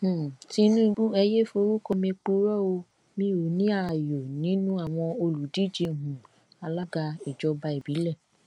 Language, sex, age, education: Yoruba, female, 15-29, tertiary